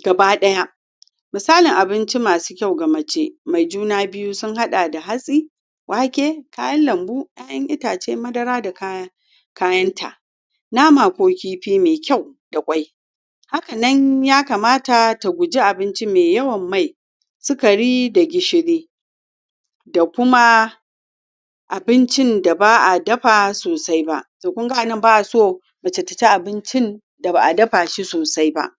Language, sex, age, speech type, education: Hausa, female, 46-60, spontaneous, tertiary